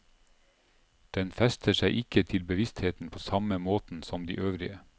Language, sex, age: Norwegian, male, 47